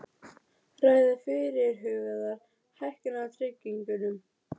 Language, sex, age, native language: Icelandic, female, 30-39, Icelandic